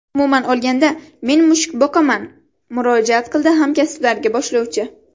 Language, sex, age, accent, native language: Uzbek, female, 12-17, Navoiy, Uzbek